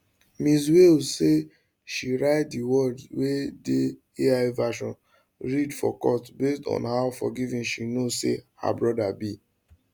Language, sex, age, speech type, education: Nigerian Pidgin, male, 15-29, spontaneous, tertiary